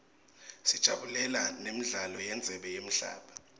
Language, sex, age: Swati, male, 21